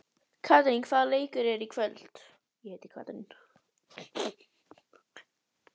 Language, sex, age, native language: Icelandic, female, 11, Icelandic